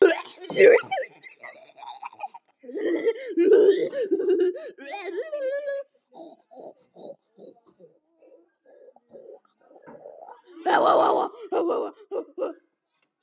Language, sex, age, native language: Icelandic, male, 9, Icelandic